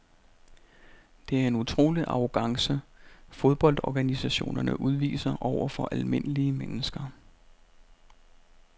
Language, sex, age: Danish, male, 32